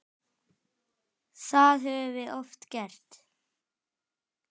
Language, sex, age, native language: Icelandic, male, 10, Icelandic